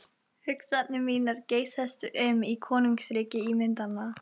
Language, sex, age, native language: Icelandic, female, 11, Icelandic